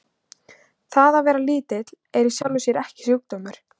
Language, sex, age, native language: Icelandic, female, 16, Icelandic